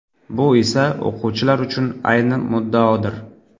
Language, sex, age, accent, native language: Uzbek, male, 25-34, Navoiy, Uzbek